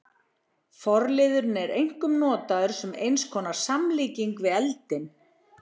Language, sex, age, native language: Icelandic, female, 40-49, Icelandic